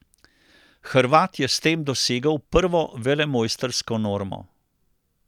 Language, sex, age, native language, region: Slovenian, male, 60+, Slovenian, Central Slovenia